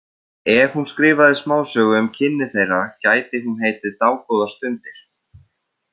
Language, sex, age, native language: Icelandic, male, 30-39, Icelandic